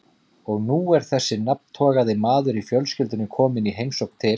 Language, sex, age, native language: Icelandic, male, 30-39, Icelandic